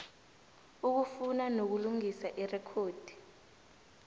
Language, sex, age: South Ndebele, female, 18